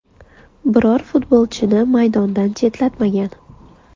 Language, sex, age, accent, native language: Uzbek, female, 18-24, Buxoro, Uzbek